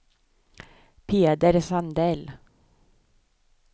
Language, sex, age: Swedish, female, 24